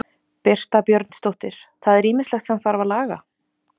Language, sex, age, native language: Icelandic, female, 20-29, Icelandic